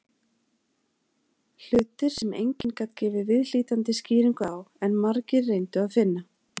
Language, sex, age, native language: Icelandic, female, 40-49, Icelandic